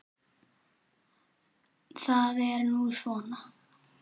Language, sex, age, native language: Icelandic, male, 7, Icelandic